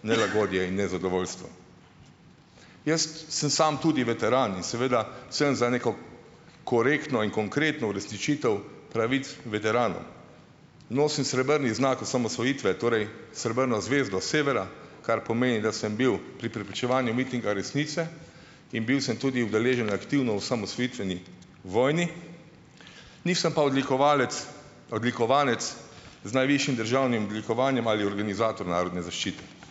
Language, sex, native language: Slovenian, male, Slovenian